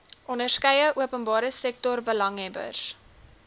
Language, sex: Afrikaans, female